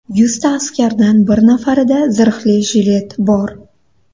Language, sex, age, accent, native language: Uzbek, female, 19-29, Andijon, Uzbek